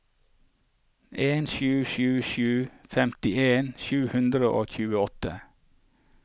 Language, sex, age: Norwegian, male, 48